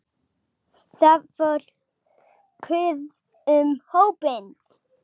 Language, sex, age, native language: Icelandic, female, 8, Icelandic